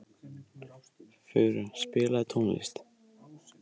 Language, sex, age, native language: Icelandic, male, 18-19, Icelandic